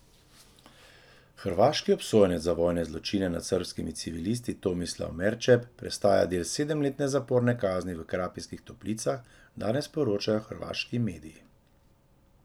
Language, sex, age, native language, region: Slovenian, male, 30-49, Slovenian, Drava region